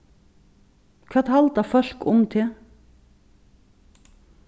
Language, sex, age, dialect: Faroese, female, 36-60, Suðurstreymoy